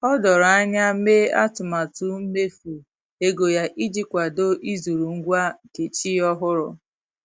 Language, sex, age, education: Igbo, female, 30-45, tertiary